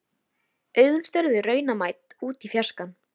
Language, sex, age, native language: Icelandic, female, 13, Icelandic